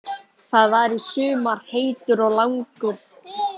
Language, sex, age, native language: Icelandic, female, 14, Icelandic